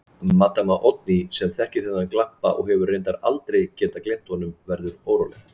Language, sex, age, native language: Icelandic, male, 40-49, Icelandic